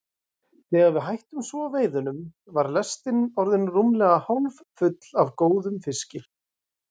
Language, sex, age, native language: Icelandic, male, 30-39, Icelandic